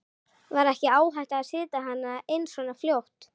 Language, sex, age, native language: Icelandic, female, 11, Icelandic